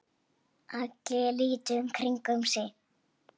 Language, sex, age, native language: Icelandic, female, 6, Icelandic